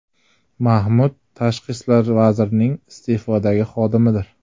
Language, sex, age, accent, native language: Uzbek, male, 25-34, Jizzax, Uzbek